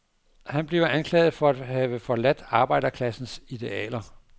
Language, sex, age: Danish, male, 59